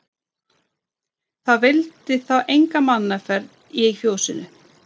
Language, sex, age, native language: Icelandic, female, 30-39, Swedish